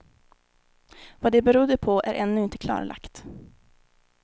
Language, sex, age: Swedish, female, 19